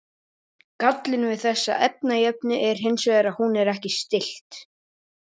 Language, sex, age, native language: Icelandic, female, 50-59, Icelandic